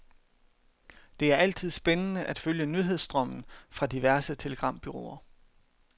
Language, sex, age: Danish, male, 31